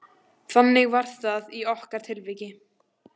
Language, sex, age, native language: Icelandic, female, 14, Icelandic